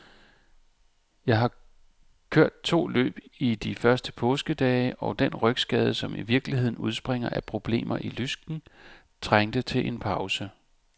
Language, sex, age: Danish, male, 34